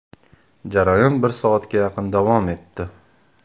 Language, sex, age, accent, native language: Uzbek, male, 25-34, Farg'ona, Uzbek